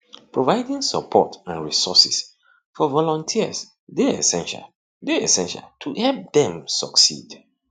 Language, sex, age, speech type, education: Nigerian Pidgin, male, 30-45, spontaneous, tertiary